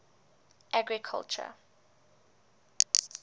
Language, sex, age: English, female, 20